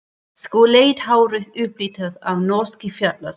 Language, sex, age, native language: Icelandic, female, 30-39, German